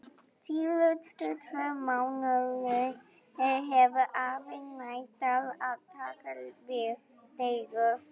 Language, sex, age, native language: Icelandic, female, 11, Icelandic